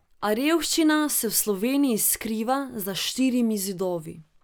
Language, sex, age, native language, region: Slovenian, female, 18-29, Slovenian, Drava region